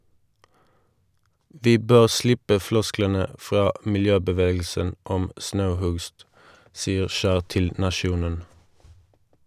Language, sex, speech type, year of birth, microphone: Norwegian, male, read, 1981, Shure